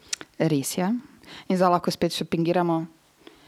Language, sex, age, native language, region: Slovenian, female, 18-29, Serbian, Drava region